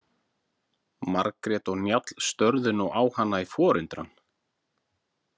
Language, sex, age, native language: Icelandic, male, 40-49, Icelandic